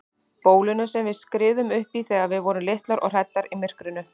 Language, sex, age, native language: Icelandic, female, 30-39, Icelandic